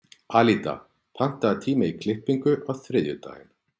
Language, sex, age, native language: Icelandic, male, 40-49, Icelandic